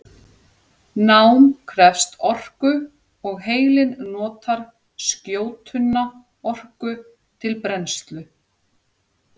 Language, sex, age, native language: Icelandic, female, 40-49, Icelandic